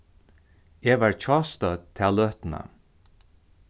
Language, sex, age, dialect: Faroese, male, 36-60, Norðurstreymoy/Eysturoy